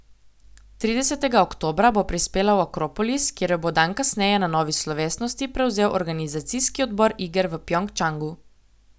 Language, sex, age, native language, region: Slovenian, female, 18-29, Slovenian, Coastal Karst region